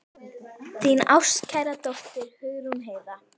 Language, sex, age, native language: Icelandic, female, 10, Icelandic